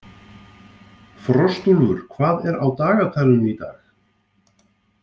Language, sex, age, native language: Icelandic, male, 50-59, Icelandic